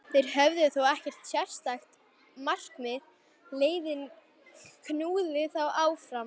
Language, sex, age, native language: Icelandic, female, 11, Icelandic